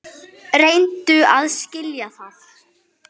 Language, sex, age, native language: Icelandic, female, 10, Icelandic